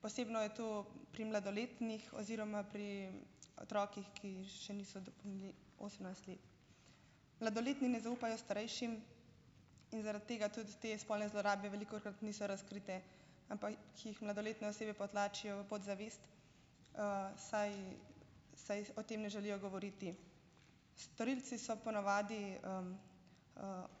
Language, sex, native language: Slovenian, female, Slovenian